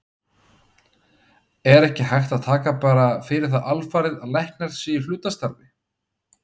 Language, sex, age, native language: Icelandic, male, 30-39, Icelandic